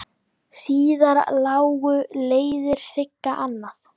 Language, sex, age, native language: Icelandic, female, 10, Icelandic